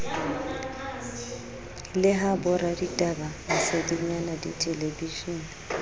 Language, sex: Southern Sotho, female